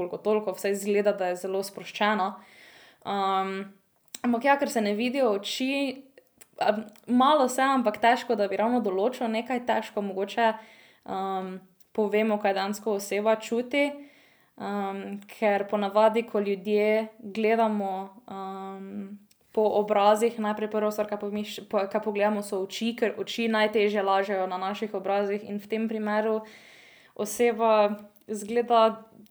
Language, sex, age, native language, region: Slovenian, female, 18-29, Slovenian, Drava region